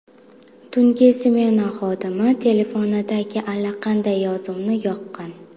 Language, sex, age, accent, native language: Uzbek, female, 19-29, Buxoro, Uzbek